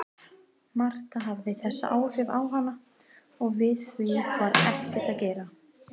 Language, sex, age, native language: Icelandic, female, 30-39, Icelandic